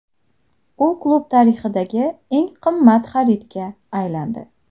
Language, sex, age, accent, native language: Uzbek, female, 19-29, Jizzax, Uzbek